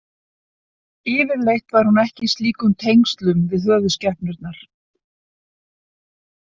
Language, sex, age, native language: Icelandic, female, 60-69, Icelandic